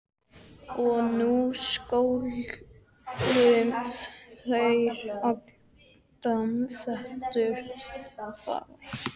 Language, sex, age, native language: Icelandic, male, 12, Icelandic